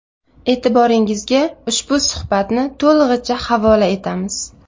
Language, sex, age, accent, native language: Uzbek, female, 25-34, Navoiy, Uzbek